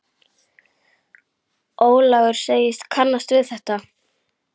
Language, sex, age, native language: Icelandic, female, 9, Icelandic